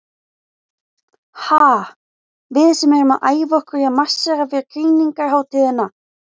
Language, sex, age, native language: Icelandic, female, 20-29, Icelandic